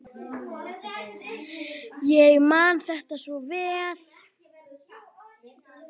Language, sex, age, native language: Icelandic, female, 9, Icelandic